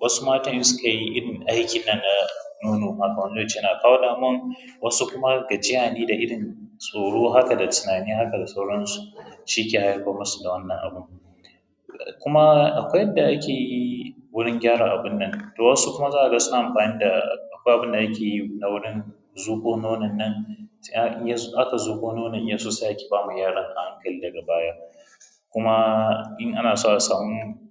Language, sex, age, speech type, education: Hausa, male, 15-29, spontaneous, secondary